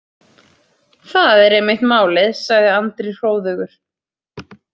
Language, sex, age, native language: Icelandic, female, 30-39, Icelandic